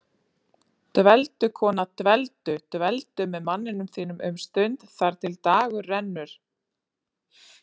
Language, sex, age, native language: Icelandic, female, 30-39, Icelandic